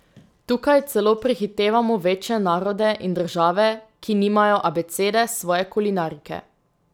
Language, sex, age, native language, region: Slovenian, female, 18-29, Slovenian, Drava region